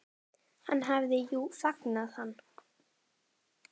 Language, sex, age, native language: Icelandic, female, 10, Icelandic